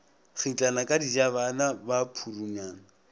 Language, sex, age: Northern Sotho, male, 26